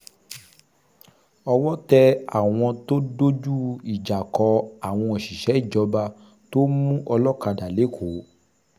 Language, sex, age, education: Yoruba, male, 30-45, secondary